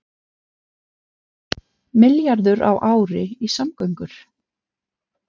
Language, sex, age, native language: Icelandic, female, 40-49, Icelandic